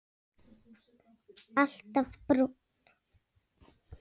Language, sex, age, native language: Icelandic, female, 6, Icelandic